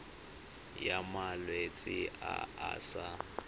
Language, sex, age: Tswana, male, 25